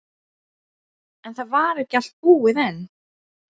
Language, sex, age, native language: Icelandic, female, 20-29, Icelandic